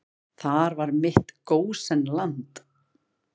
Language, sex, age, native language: Icelandic, female, 40-49, Icelandic